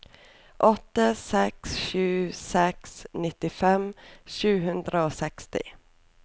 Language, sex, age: Norwegian, female, 24